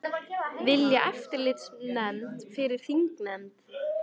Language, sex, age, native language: Icelandic, female, 18-19, Icelandic